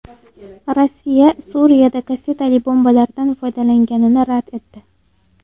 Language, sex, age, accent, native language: Uzbek, female, 18-24, Andijon, Uzbek